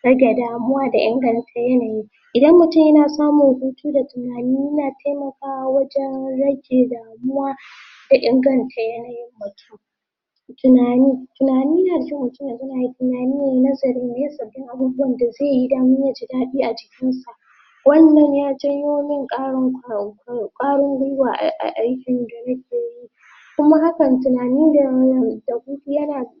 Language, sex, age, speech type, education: Hausa, female, 15-29, spontaneous, tertiary